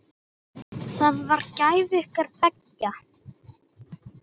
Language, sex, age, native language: Icelandic, female, 10, Icelandic